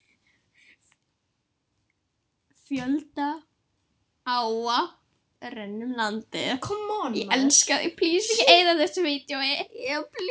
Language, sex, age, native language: Icelandic, female, 10, Icelandic